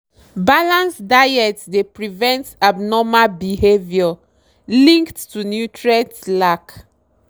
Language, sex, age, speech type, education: Nigerian Pidgin, female, 30-45, spontaneous, tertiary